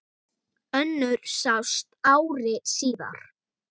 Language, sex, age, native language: Icelandic, female, 8, Icelandic